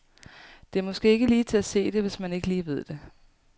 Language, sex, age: Danish, female, 18